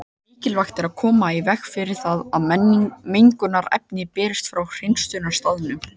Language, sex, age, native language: Icelandic, male, 18-19, Icelandic